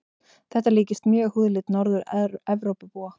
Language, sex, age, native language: Icelandic, female, 20-29, Icelandic